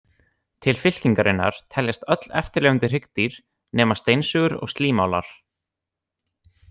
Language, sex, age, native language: Icelandic, other, 18-19, Icelandic